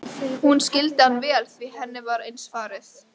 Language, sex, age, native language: Icelandic, female, 13, Icelandic